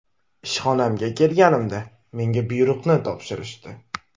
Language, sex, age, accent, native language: Uzbek, male, 18-24, Toshkent shahri, Uzbek